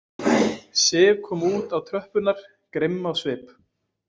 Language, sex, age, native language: Icelandic, male, 20-29, Icelandic